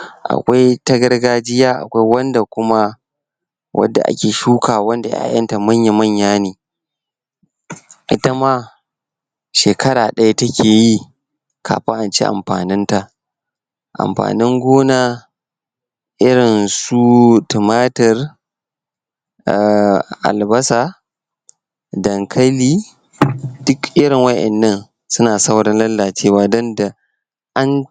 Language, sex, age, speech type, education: Hausa, male, 15-29, spontaneous, tertiary